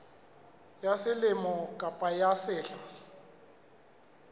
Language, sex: Southern Sotho, male